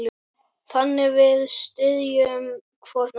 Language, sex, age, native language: Icelandic, male, 9, Icelandic